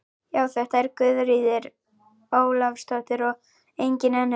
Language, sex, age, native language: Icelandic, female, 11, Icelandic